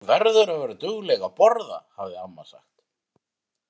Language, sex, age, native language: Icelandic, female, 50-59, Icelandic